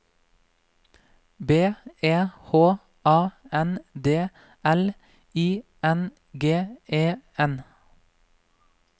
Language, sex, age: Norwegian, male, 26